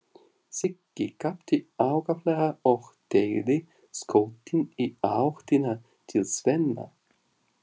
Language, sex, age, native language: Icelandic, male, 40-49, Russian